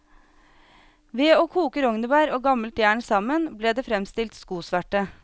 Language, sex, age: Norwegian, female, 36